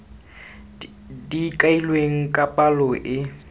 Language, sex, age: Tswana, male, 20